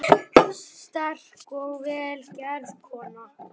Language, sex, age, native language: Icelandic, male, 8, Icelandic